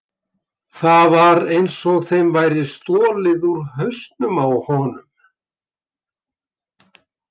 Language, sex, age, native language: Icelandic, male, 70-79, Icelandic